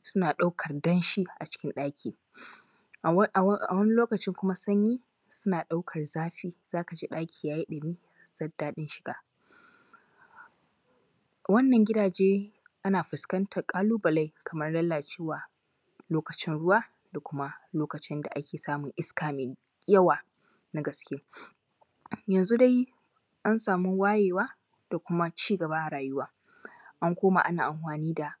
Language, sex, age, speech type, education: Hausa, female, 15-29, spontaneous, tertiary